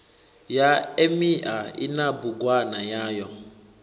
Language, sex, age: Venda, male, 21